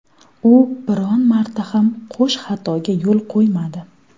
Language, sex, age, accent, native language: Uzbek, female, 19-29, Farg'ona, Uzbek